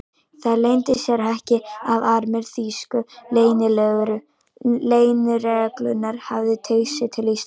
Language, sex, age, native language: Icelandic, female, 18-19, Icelandic